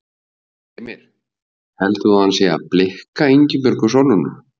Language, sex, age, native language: Icelandic, male, 50-59, Icelandic